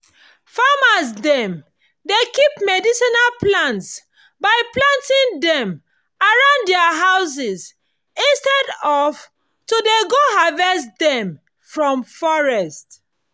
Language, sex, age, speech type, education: Nigerian Pidgin, female, 30-45, spontaneous, tertiary